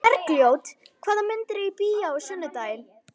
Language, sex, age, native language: Icelandic, female, 11, Icelandic